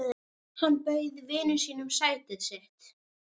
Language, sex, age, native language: Icelandic, female, 9, Icelandic